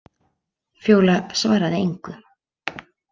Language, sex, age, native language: Icelandic, female, 30-39, Icelandic